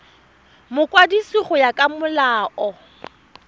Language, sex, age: Tswana, female, 31